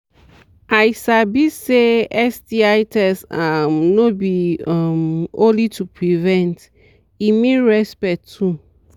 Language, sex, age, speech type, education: Nigerian Pidgin, female, 30-45, spontaneous, tertiary